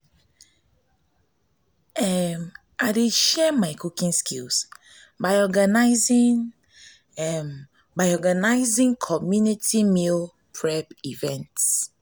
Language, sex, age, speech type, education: Nigerian Pidgin, female, 15-29, spontaneous, tertiary